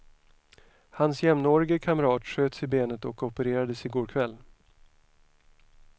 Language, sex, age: Swedish, male, 41